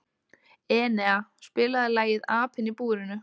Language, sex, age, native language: Icelandic, female, 20-29, Icelandic